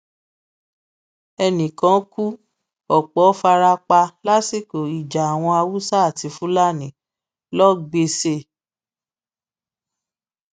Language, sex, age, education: Yoruba, female, 30-45, tertiary